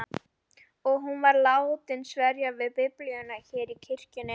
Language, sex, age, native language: Icelandic, female, 12, Icelandic